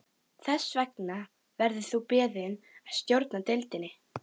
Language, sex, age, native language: Icelandic, female, 12, Icelandic